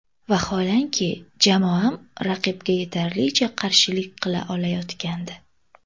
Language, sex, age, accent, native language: Uzbek, female, 18-24, Toshkent viloyati, Uzbek